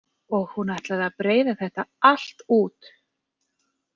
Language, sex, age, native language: Icelandic, female, 40-49, Icelandic